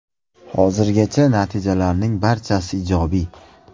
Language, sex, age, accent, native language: Uzbek, male, 25-34, Andijon, Uzbek